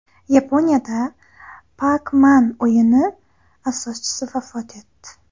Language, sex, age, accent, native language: Uzbek, female, under 19, Xorazm, Uzbek